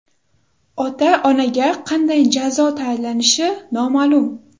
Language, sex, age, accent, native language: Uzbek, female, under 19, Toshkent shahri, Uzbek